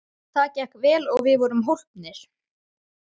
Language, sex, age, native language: Icelandic, male, 12, Icelandic